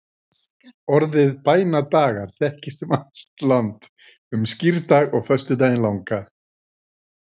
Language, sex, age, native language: Icelandic, female, 40-49, Icelandic